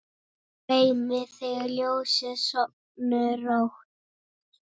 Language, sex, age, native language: Icelandic, female, 9, Icelandic